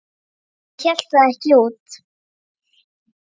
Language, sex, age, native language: Icelandic, female, 9, Icelandic